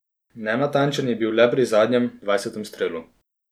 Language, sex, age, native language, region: Slovenian, male, 30-49, Slovenian, Posavska region